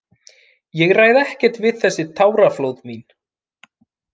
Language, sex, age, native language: Icelandic, male, 30-39, Finnish